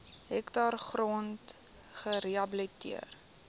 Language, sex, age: Afrikaans, female, 19